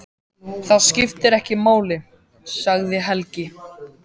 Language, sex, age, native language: Icelandic, male, 14, Icelandic